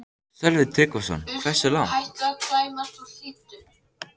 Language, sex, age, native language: Icelandic, male, 14, Icelandic